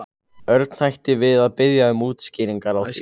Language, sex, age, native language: Icelandic, other, 15, Icelandic